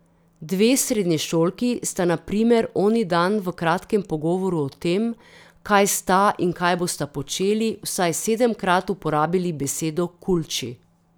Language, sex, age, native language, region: Slovenian, female, 30-49, Slovenian, Drava region